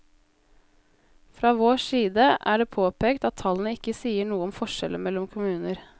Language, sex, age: Norwegian, female, 20